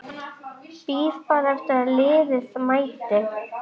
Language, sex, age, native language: Icelandic, female, 11, Icelandic